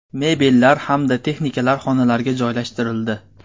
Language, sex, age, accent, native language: Uzbek, male, 19-29, Namangan, Uzbek